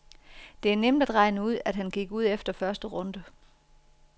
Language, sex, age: Danish, female, 40